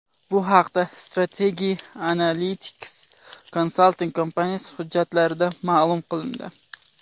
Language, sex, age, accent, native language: Uzbek, male, 18-24, Andijon, Uzbek